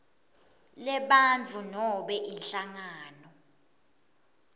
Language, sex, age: Swati, female, 22